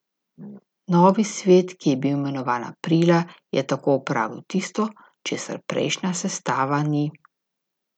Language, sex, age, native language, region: Slovenian, female, 50-59, Slovenian, Gorica region